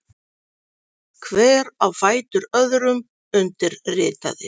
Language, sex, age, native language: Icelandic, female, 40-49, Icelandic